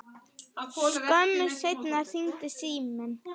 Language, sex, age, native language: Icelandic, female, 9, Icelandic